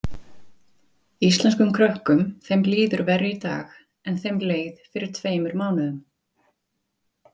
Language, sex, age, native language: Icelandic, female, 40-49, Icelandic